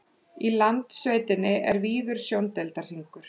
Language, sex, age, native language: Icelandic, female, 30-39, Icelandic